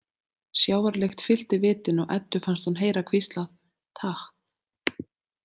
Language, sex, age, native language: Icelandic, female, 30-39, Icelandic